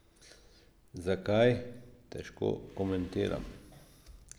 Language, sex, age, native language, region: Slovenian, male, 50-59, Slovenian, Drava region